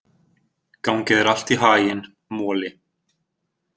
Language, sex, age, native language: Icelandic, male, 20-29, Icelandic